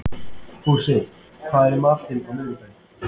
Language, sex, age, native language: Icelandic, male, 30-39, Icelandic